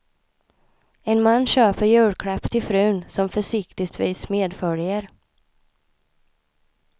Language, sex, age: Swedish, female, 26